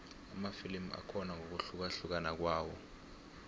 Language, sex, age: South Ndebele, male, 20